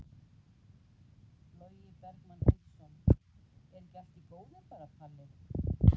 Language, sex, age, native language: Icelandic, female, 40-49, Icelandic